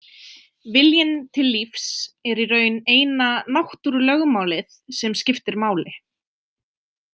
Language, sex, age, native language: Icelandic, female, 20-29, Icelandic